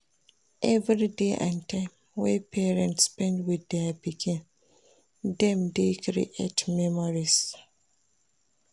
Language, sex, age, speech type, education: Nigerian Pidgin, female, 30-45, read, primary